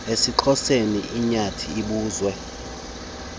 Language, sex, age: Xhosa, male, 33